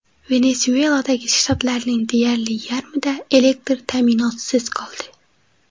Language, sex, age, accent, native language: Uzbek, female, 18-24, Xorazm, Uzbek